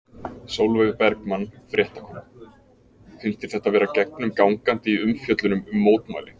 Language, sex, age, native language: Icelandic, male, 20-29, Icelandic